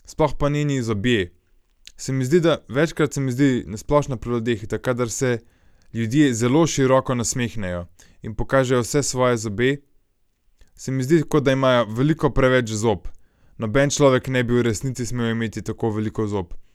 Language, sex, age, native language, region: Slovenian, male, 18-29, Slovenian, Gorenjska region